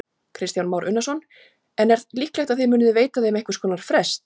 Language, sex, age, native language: Icelandic, female, 40-49, Icelandic